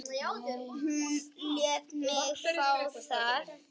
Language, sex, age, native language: Icelandic, male, 8, Icelandic